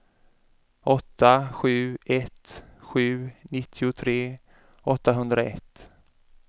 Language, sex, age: Swedish, male, 33